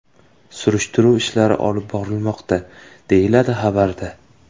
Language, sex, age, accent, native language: Uzbek, male, 18-24, Toshkent viloyati, Uzbek